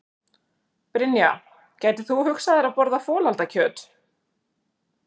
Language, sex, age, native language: Icelandic, female, 30-39, Icelandic